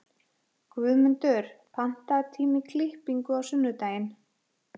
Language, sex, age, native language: Icelandic, female, 40-49, Icelandic